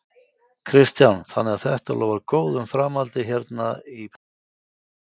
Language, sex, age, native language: Icelandic, male, 50-59, Icelandic